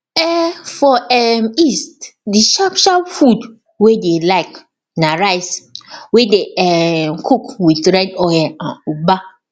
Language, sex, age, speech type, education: Nigerian Pidgin, female, 15-29, spontaneous, tertiary